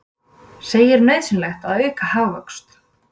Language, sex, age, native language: Icelandic, female, 20-29, Icelandic